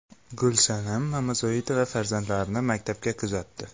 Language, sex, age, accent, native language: Uzbek, male, 18-24, Samarqand, Uzbek